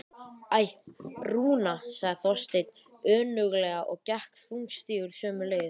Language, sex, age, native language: Icelandic, other, 12, Icelandic